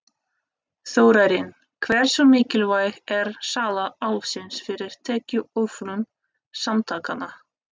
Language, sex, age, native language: Icelandic, female, 30-39, Russian